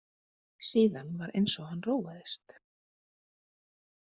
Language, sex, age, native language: Icelandic, female, 20-29, Icelandic